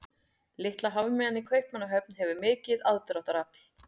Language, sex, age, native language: Icelandic, female, 40-49, Icelandic